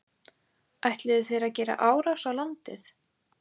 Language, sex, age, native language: Icelandic, female, 14, Icelandic